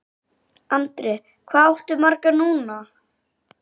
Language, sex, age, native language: Icelandic, male, 8, Icelandic